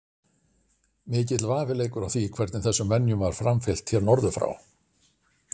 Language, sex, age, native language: Icelandic, male, 60-69, Icelandic